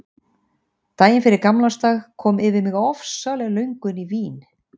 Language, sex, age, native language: Icelandic, female, 50-59, Icelandic